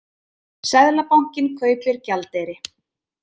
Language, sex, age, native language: Icelandic, female, 30-39, Icelandic